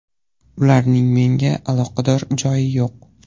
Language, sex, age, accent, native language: Uzbek, male, 18-24, Surxondaryo, Uzbek